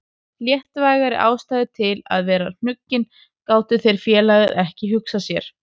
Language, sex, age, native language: Icelandic, female, 30-39, Icelandic